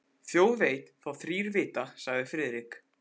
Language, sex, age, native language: Icelandic, male, 15, Icelandic